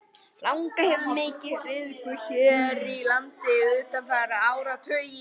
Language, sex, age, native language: Icelandic, female, 18-19, Icelandic